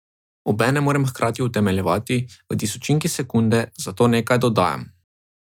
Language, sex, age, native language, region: Slovenian, male, 18-29, Slovenian, Drava region